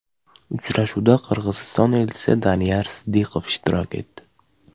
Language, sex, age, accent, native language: Uzbek, male, 18-24, Farg'ona, Uzbek